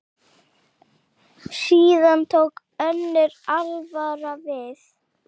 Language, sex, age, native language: Icelandic, female, 8, Icelandic